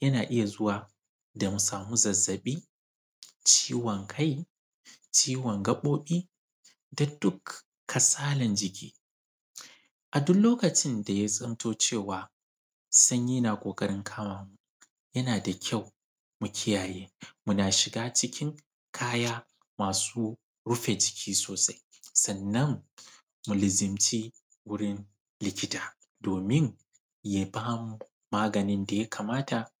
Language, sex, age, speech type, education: Hausa, male, 15-29, spontaneous, secondary